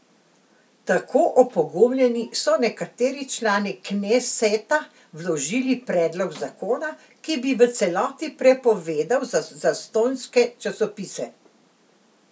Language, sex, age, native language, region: Slovenian, female, 60+, Slovenian, Central Slovenia